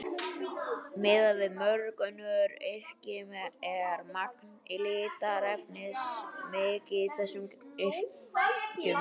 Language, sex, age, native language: Icelandic, male, 20-29, Icelandic